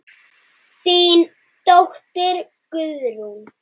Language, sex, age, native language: Icelandic, male, 9, Icelandic